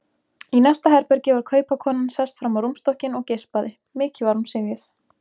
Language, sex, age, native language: Icelandic, female, 20-29, Icelandic